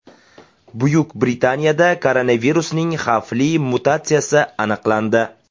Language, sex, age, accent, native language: Uzbek, male, 25-34, Namangan, Uzbek